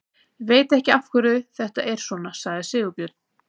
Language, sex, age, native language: Icelandic, female, 30-39, Icelandic